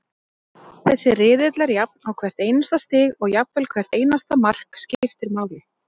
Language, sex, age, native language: Icelandic, female, 30-39, Icelandic